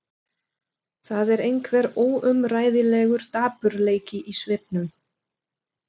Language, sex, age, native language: Icelandic, female, 40-49, German